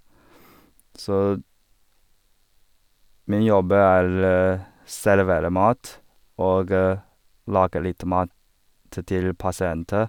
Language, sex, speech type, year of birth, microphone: Norwegian, male, spontaneous, 1985, Sennheiser